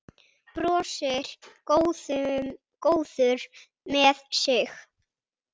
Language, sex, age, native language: Icelandic, male, 6, Icelandic